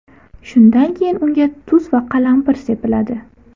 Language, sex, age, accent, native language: Uzbek, female, 18-24, Buxoro, Uzbek